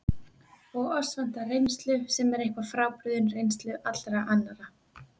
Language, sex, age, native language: Icelandic, female, 20-29, Icelandic